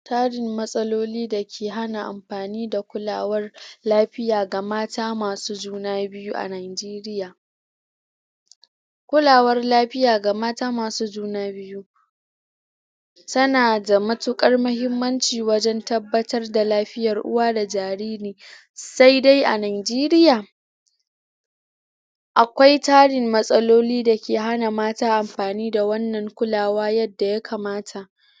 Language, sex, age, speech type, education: Hausa, female, 30-45, spontaneous, tertiary